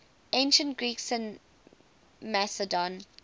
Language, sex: English, female